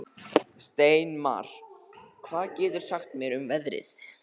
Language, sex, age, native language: Icelandic, other, 13, Icelandic